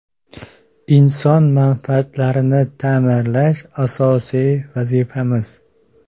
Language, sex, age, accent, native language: Uzbek, male, 25-34, Farg'ona, Uzbek